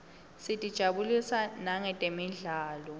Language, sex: Swati, female